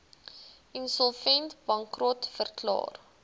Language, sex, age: Afrikaans, female, 20